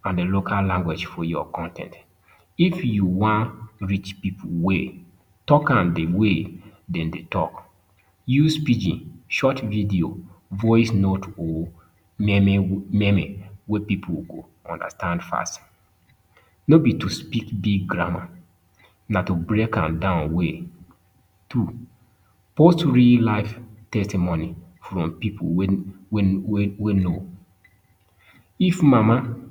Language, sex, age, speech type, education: Nigerian Pidgin, male, 30-45, spontaneous, tertiary